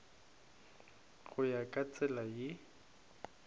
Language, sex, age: Northern Sotho, male, 22